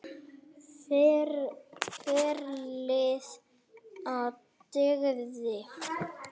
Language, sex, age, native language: Icelandic, male, 8, Icelandic